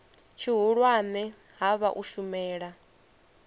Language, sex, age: Venda, female, 22